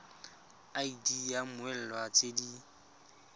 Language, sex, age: Tswana, male, 25